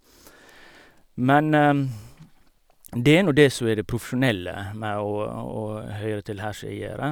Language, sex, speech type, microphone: Norwegian, male, spontaneous, Sennheiser